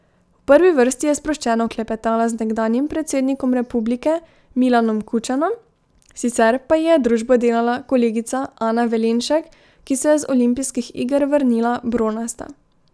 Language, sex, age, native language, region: Slovenian, female, 18-29, Slovenian, Drava region